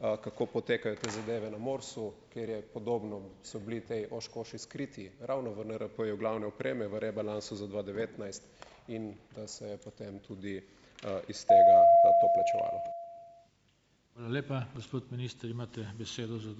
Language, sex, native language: Slovenian, male, Slovenian